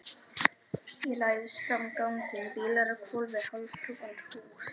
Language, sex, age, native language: Icelandic, male, 11, Icelandic